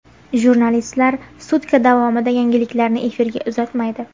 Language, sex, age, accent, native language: Uzbek, female, 18-24, Farg'ona, Uzbek